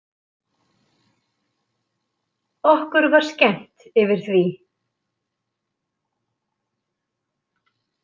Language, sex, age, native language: Icelandic, female, 50-59, Icelandic